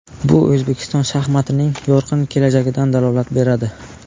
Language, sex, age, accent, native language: Uzbek, male, 18-24, Buxoro, Uzbek